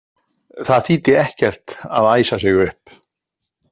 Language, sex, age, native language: Icelandic, male, 60-69, Icelandic